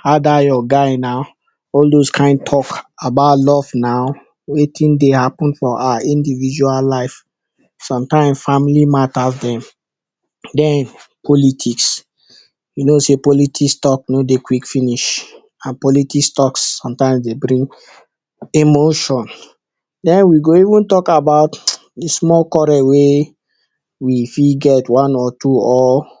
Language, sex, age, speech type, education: Nigerian Pidgin, male, 60+, spontaneous, tertiary